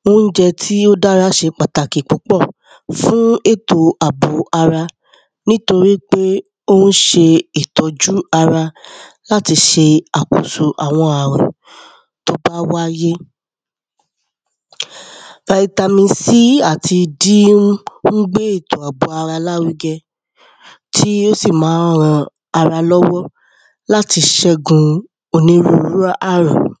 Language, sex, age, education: Yoruba, female, 30-45, tertiary